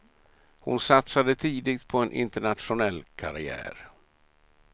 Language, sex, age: Swedish, male, 67